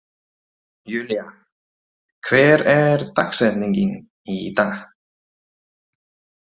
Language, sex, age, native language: Icelandic, male, 30-39, Icelandic